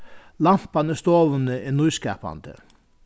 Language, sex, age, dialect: Faroese, male, 61+, Vágar